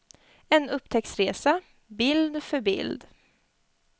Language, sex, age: Swedish, female, 20